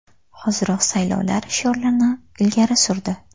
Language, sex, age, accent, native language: Uzbek, female, under 19, Farg'ona, Uzbek